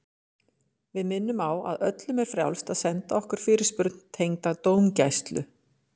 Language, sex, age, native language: Icelandic, female, 50-59, Icelandic